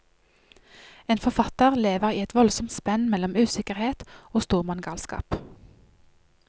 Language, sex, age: Norwegian, female, 31